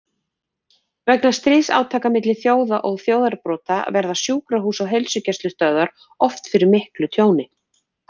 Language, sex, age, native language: Icelandic, female, 40-49, Icelandic